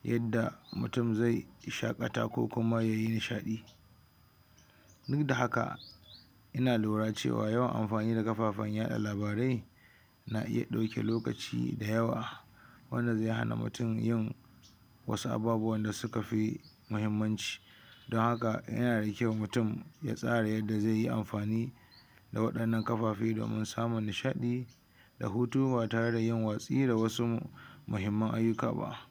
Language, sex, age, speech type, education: Hausa, male, 60+, spontaneous, tertiary